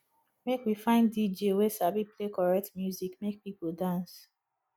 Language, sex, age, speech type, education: Nigerian Pidgin, female, 30-45, spontaneous, tertiary